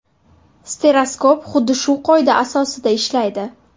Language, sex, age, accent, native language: Uzbek, female, 18-24, Buxoro, Uzbek